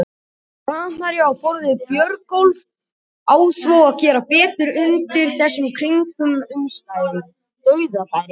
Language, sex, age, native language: Icelandic, male, 18-19, Icelandic